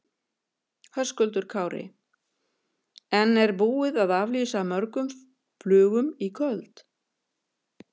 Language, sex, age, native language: Icelandic, female, 50-59, Icelandic